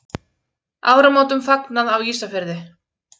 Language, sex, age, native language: Icelandic, female, 30-39, Icelandic